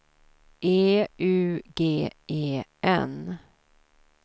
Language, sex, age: Swedish, female, 32